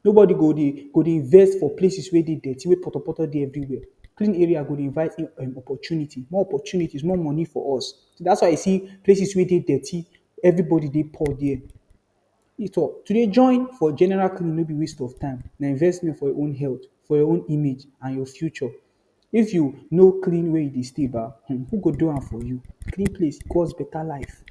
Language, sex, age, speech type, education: Nigerian Pidgin, male, 15-29, spontaneous, tertiary